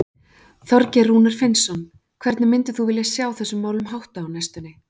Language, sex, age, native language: Icelandic, female, 40-49, Icelandic